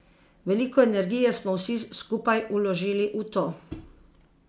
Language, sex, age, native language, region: Slovenian, female, 50-59, Slovenian, Zasavska region